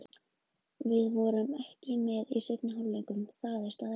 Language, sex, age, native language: Icelandic, female, 20-29, Icelandic